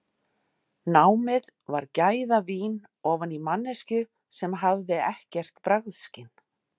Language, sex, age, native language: Icelandic, female, 50-59, Icelandic